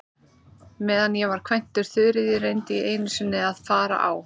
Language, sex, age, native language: Icelandic, female, 30-39, Icelandic